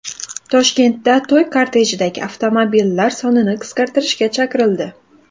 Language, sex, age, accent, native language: Uzbek, female, 18-24, Xorazm, Uzbek